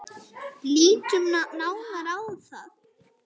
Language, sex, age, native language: Icelandic, male, 9, Icelandic